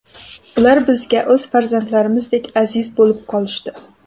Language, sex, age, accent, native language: Uzbek, female, 18-24, Xorazm, Uzbek